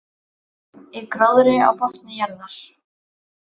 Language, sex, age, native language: Icelandic, female, 30-39, Icelandic